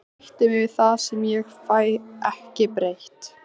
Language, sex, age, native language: Icelandic, female, 15, Icelandic